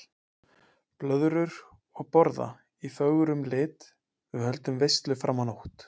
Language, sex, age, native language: Icelandic, male, 20-29, Icelandic